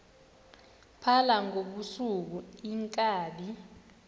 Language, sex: Xhosa, male